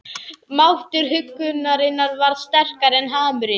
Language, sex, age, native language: Icelandic, male, 11, Icelandic